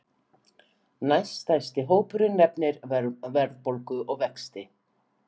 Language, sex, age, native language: Icelandic, female, 50-59, Icelandic